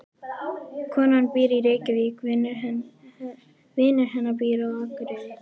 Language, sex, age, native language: Icelandic, female, 11, Icelandic